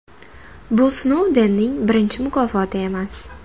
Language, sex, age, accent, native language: Uzbek, female, 19-29, Toshkent shahri, Uzbek